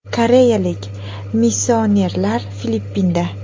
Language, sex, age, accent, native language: Uzbek, female, 18-24, Namangan, Uzbek